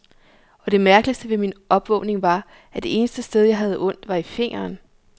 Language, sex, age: Danish, female, 34